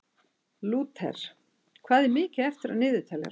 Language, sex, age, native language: Icelandic, female, 60-69, Icelandic